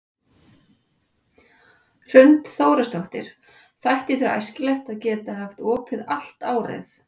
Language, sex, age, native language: Icelandic, female, 40-49, Icelandic